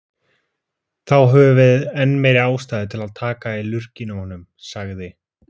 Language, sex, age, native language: Icelandic, male, 20-29, Icelandic